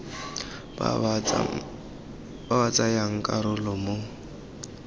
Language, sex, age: Tswana, male, 19